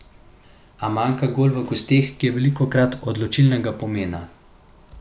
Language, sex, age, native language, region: Slovenian, male, 18-29, Slovenian, Central Slovenia